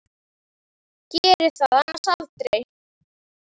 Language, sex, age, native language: Icelandic, female, 10, Icelandic